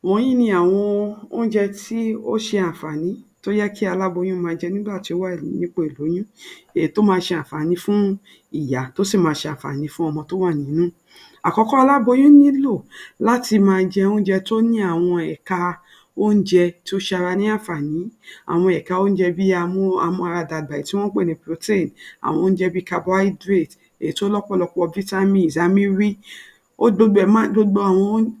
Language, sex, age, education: Yoruba, female, 60+, tertiary